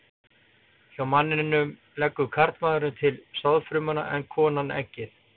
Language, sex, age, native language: Icelandic, male, 40-49, Icelandic